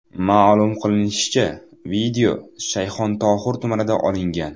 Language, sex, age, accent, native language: Uzbek, male, under 19, Toshkent viloyati, Uzbek